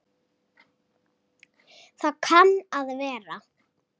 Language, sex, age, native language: Icelandic, female, 8, Icelandic